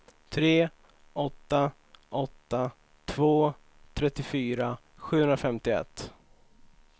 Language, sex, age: Swedish, male, 25